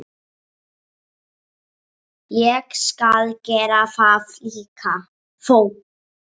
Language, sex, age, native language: Icelandic, female, 7, English